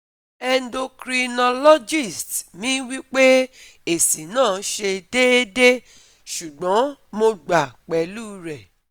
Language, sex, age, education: Yoruba, female, 30-45, tertiary